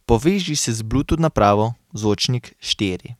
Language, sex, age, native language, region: Slovenian, male, 18-29, Slovenian, Carinthia region